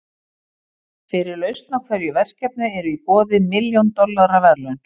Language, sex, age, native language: Icelandic, female, 40-49, Icelandic